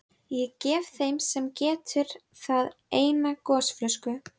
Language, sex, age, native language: Icelandic, female, 12, Icelandic